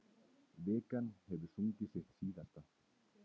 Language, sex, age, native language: Icelandic, male, 30-39, Icelandic